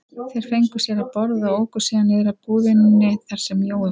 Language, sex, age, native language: Icelandic, female, 40-49, Icelandic